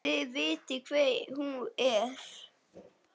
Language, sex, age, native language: Icelandic, male, 8, Icelandic